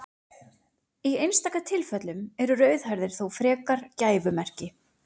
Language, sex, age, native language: Icelandic, female, 40-49, Icelandic